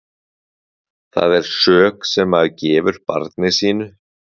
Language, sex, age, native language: Icelandic, male, 20-29, Icelandic